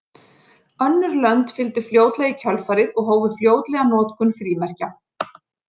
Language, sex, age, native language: Icelandic, female, 40-49, Icelandic